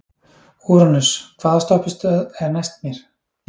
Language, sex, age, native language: Icelandic, male, 30-39, Icelandic